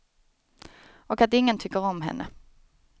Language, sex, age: Swedish, female, 29